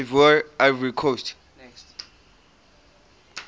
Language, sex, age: English, male, 18